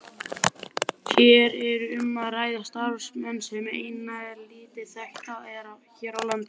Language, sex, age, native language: Icelandic, male, 20-29, Icelandic